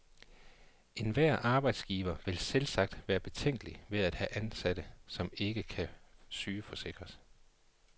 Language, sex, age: Danish, male, 39